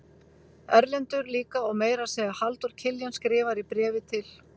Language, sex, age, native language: Icelandic, female, 50-59, Icelandic